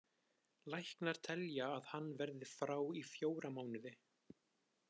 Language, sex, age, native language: Icelandic, male, 20-29, Icelandic